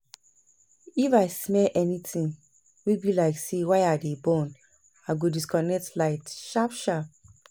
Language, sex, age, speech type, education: Nigerian Pidgin, female, 30-45, spontaneous, tertiary